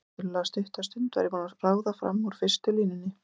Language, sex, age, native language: Icelandic, female, 20-29, Icelandic